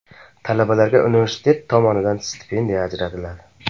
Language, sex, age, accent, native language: Uzbek, male, 18-24, Qashqadaryo, Uzbek